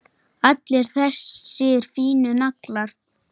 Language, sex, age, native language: Icelandic, male, 8, Icelandic